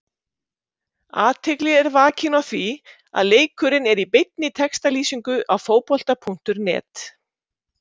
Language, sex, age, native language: Icelandic, female, 50-59, Icelandic